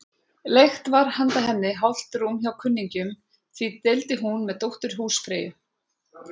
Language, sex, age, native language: Icelandic, female, 40-49, Icelandic